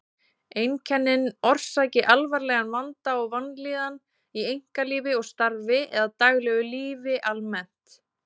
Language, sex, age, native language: Icelandic, female, 20-29, Icelandic